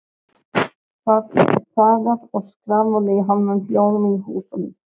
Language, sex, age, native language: Icelandic, male, 13, Icelandic